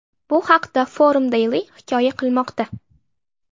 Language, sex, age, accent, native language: Uzbek, female, 12-17, Namangan, Uzbek